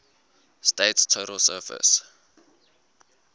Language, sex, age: English, male, 19